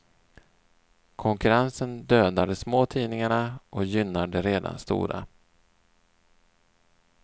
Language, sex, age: Swedish, male, 39